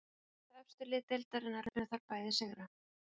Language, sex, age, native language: Icelandic, female, 40-49, Icelandic